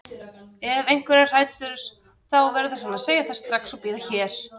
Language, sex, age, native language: Icelandic, female, 30-39, Icelandic